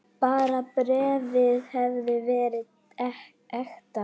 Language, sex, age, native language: Icelandic, female, 9, Icelandic